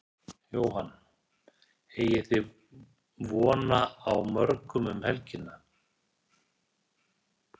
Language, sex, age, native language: Icelandic, male, 60-69, Icelandic